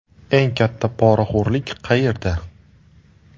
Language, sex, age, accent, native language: Uzbek, male, 19-29, Surxondaryo, Uzbek